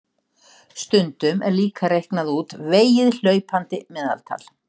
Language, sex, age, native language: Icelandic, female, 60-69, Icelandic